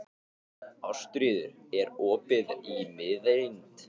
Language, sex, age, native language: Icelandic, male, 15, Icelandic